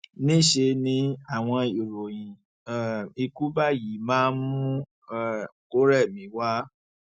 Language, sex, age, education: Yoruba, male, 30-45, tertiary